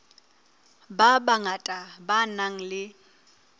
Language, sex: Southern Sotho, female